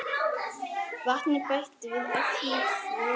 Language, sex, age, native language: Icelandic, male, 9, Icelandic